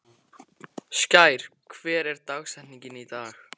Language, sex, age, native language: Icelandic, male, 14, Icelandic